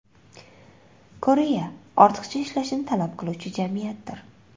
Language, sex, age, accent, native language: Uzbek, female, 25-34, Surxondaryo, Uzbek